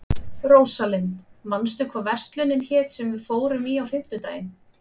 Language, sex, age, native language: Icelandic, female, 20-29, Icelandic